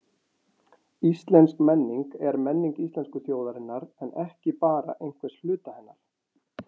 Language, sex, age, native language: Icelandic, male, 40-49, Icelandic